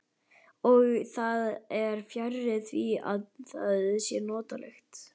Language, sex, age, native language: Icelandic, male, 11, Icelandic